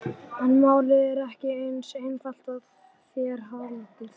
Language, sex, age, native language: Icelandic, female, 11, Icelandic